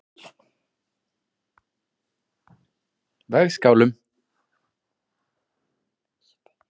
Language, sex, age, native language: Icelandic, male, 40-49, Icelandic